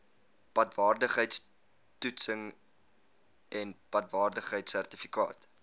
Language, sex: Afrikaans, male